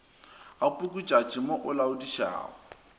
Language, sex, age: Northern Sotho, male, 23